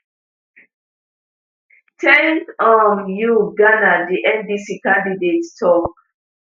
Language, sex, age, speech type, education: Nigerian Pidgin, female, 15-29, spontaneous, tertiary